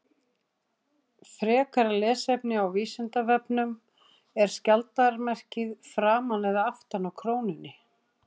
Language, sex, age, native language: Icelandic, female, 60-69, Icelandic